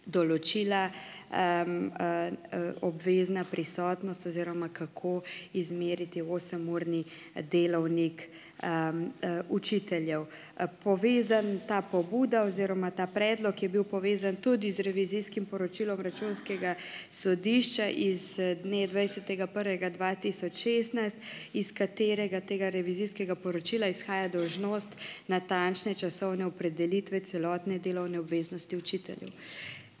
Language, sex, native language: Slovenian, female, Slovenian